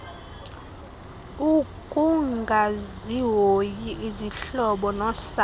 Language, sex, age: Xhosa, female, 20